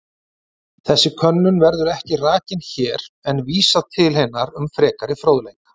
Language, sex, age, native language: Icelandic, male, 30-39, Icelandic